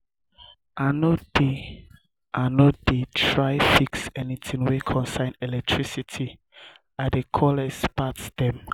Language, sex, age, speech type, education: Nigerian Pidgin, male, 15-29, spontaneous, tertiary